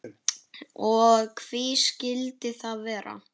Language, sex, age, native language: Icelandic, male, 9, Icelandic